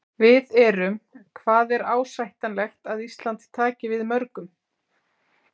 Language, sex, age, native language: Icelandic, female, 40-49, Icelandic